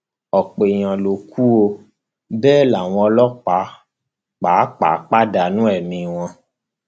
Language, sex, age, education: Yoruba, male, 15-29, tertiary